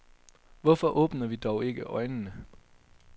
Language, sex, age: Danish, male, 22